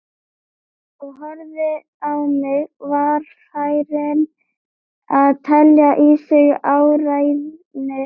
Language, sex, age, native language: Icelandic, female, 12, Icelandic